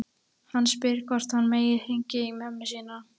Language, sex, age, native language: Icelandic, female, 13, Icelandic